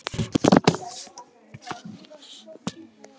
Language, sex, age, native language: Icelandic, female, 10, Icelandic